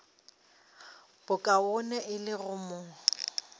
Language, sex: Northern Sotho, female